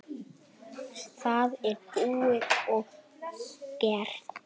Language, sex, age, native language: Icelandic, male, 9, Icelandic